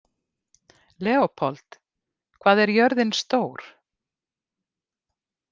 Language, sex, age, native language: Icelandic, female, 50-59, Icelandic